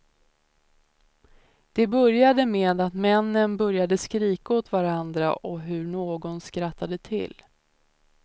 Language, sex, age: Swedish, female, 30